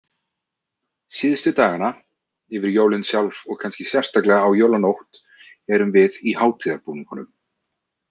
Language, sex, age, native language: Icelandic, male, 30-39, Icelandic